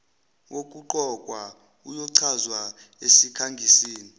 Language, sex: Zulu, male